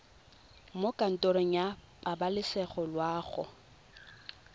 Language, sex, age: Tswana, female, 22